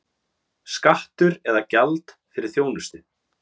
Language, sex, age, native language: Icelandic, male, 30-39, Icelandic